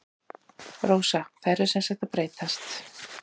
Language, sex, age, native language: Icelandic, female, 40-49, Icelandic